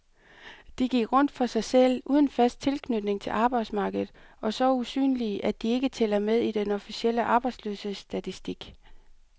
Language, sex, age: Danish, female, 38